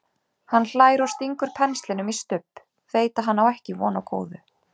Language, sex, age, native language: Icelandic, female, 30-39, Icelandic